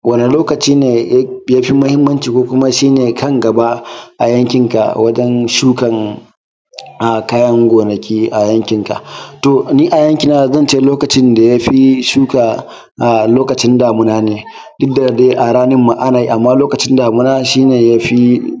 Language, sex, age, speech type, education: Hausa, male, 15-29, spontaneous, tertiary